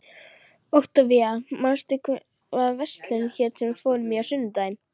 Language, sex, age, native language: Icelandic, female, 12, Icelandic